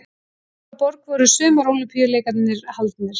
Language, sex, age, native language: Icelandic, female, 18-19, Icelandic